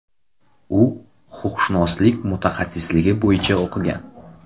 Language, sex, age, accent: Uzbek, male, 25-34, Qoraqalpog'iston